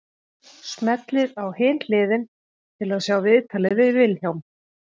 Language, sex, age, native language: Icelandic, female, 30-39, Icelandic